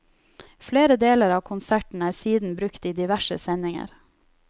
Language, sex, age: Norwegian, female, 31